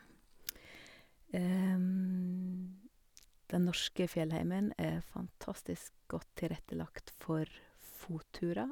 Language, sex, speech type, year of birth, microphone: Norwegian, female, spontaneous, 1970, Sennheiser